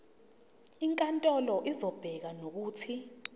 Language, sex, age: Zulu, female, 19